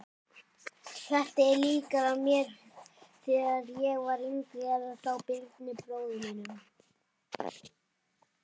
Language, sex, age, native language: Icelandic, male, 18-19, Icelandic